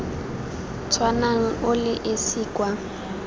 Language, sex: Tswana, female